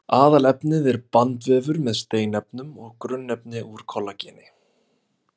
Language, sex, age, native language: Icelandic, male, 20-29, Icelandic